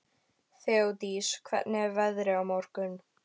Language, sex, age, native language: Icelandic, female, 12, Icelandic